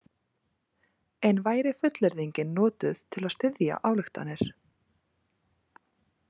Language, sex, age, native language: Icelandic, female, 30-39, Icelandic